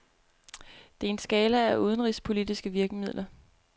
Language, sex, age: Danish, female, 25